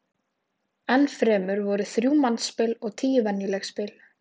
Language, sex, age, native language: Icelandic, female, 18-19, Icelandic